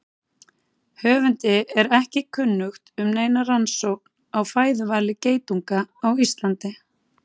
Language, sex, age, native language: Icelandic, female, 30-39, Icelandic